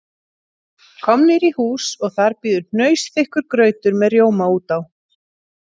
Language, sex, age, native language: Icelandic, female, 40-49, Icelandic